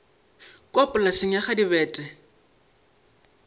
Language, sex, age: Northern Sotho, male, 22